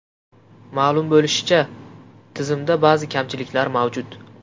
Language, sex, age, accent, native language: Uzbek, male, 18-24, Qashqadaryo, Uzbek